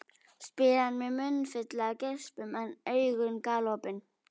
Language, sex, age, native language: Icelandic, female, 12, Icelandic